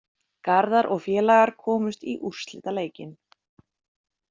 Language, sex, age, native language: Icelandic, female, 30-39, Icelandic